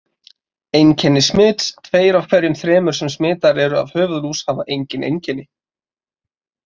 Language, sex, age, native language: Icelandic, male, 20-29, Icelandic